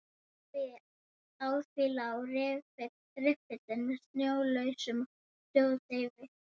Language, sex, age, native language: Icelandic, female, 11, Icelandic